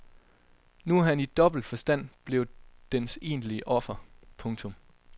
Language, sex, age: Danish, male, 22